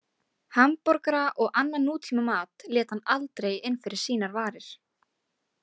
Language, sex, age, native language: Icelandic, female, 18-19, Icelandic